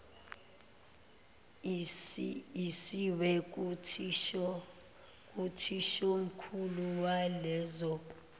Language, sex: Zulu, female